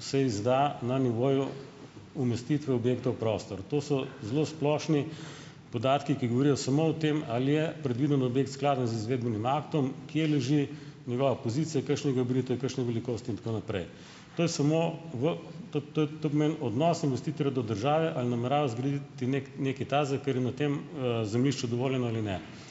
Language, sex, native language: Slovenian, male, Slovenian